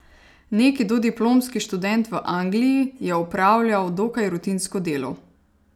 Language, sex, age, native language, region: Slovenian, female, 30-49, Slovenian, Savinja region